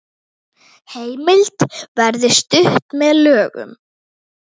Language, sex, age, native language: Icelandic, female, 40-49, Icelandic